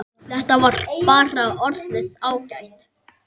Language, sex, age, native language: Icelandic, male, 8, Icelandic